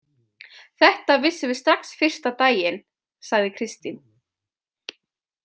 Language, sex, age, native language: Icelandic, female, 20-29, Icelandic